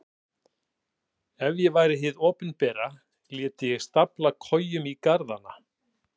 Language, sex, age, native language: Icelandic, male, 40-49, Icelandic